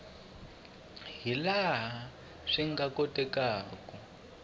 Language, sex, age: Tsonga, male, 23